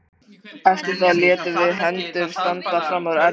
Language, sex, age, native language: Icelandic, male, 13, Icelandic